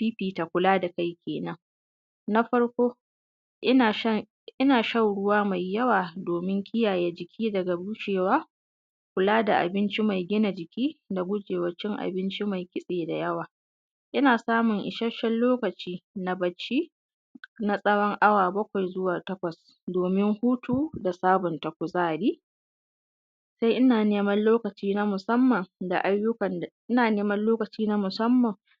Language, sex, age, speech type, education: Hausa, female, 15-29, spontaneous, secondary